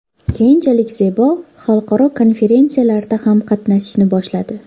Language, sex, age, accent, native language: Uzbek, female, 12-17, Farg'ona, Uzbek